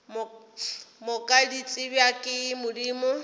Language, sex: Northern Sotho, female